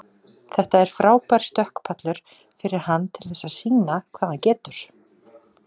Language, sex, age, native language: Icelandic, female, 40-49, Icelandic